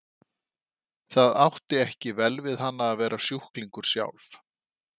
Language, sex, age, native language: Icelandic, male, 50-59, Icelandic